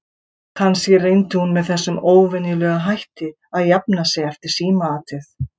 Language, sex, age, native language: Icelandic, female, 50-59, Icelandic